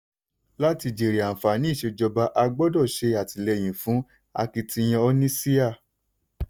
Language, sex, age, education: Yoruba, male, 15-29, tertiary